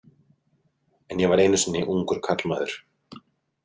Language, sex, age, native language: Icelandic, male, 30-39, Icelandic